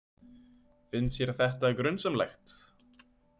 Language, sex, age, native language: Icelandic, male, 20-29, Icelandic